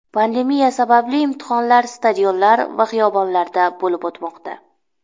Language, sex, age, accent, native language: Uzbek, female, 25-34, Namangan, Uzbek